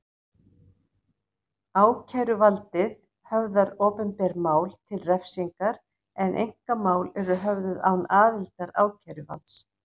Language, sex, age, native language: Icelandic, female, 60-69, Icelandic